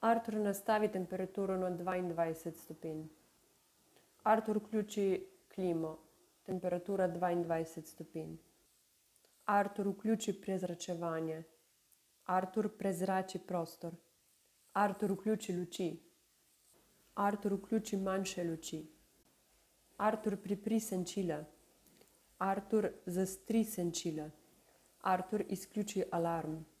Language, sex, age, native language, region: Slovenian, female, 30-49, Slovenian, Savinja region